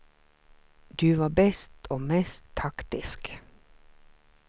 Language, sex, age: Swedish, female, 47